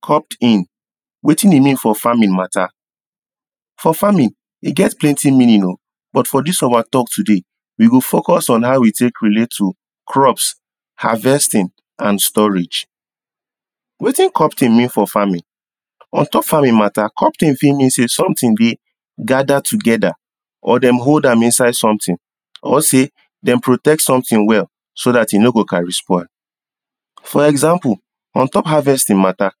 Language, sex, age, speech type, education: Nigerian Pidgin, male, 30-45, spontaneous, tertiary